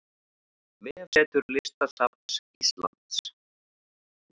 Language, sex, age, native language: Icelandic, male, 40-49, Icelandic